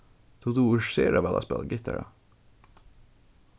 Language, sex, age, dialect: Faroese, male, 15-35, Suðurstreymoy